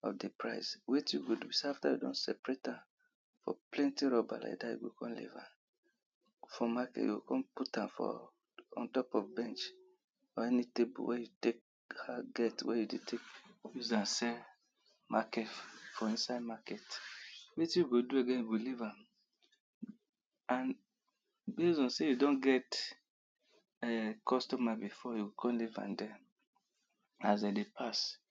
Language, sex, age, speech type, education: Nigerian Pidgin, male, 30-45, spontaneous, tertiary